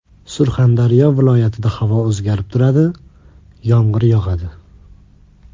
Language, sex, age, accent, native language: Uzbek, male, 18-24, Andijon, Uzbek